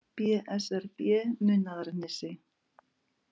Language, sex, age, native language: Icelandic, female, 50-59, Icelandic